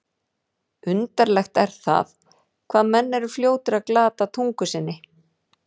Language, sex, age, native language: Icelandic, female, 40-49, Icelandic